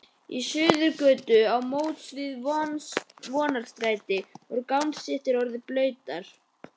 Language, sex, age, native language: Icelandic, male, 11, Icelandic